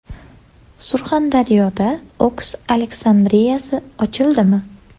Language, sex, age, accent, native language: Uzbek, female, 18-24, Andijon, Uzbek